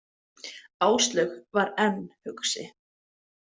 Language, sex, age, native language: Icelandic, female, 20-29, Icelandic